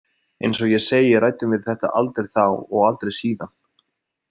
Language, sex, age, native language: Icelandic, male, 20-29, Icelandic